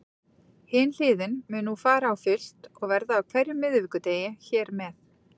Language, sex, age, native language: Icelandic, female, 40-49, Icelandic